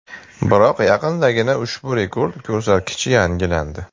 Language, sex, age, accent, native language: Uzbek, male, 35+, Farg'ona, Uzbek